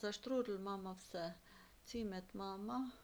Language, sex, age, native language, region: Slovenian, female, 50-59, Slovenian, Carinthia region